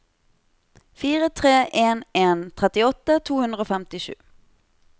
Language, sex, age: Norwegian, female, 25